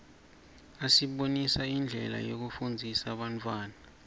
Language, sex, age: Swati, male, 24